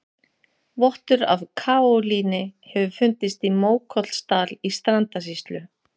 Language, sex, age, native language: Icelandic, female, 50-59, Icelandic